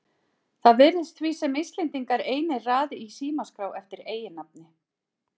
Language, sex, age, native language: Icelandic, female, 40-49, Icelandic